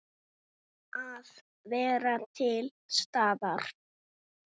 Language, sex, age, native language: Icelandic, male, 6, Icelandic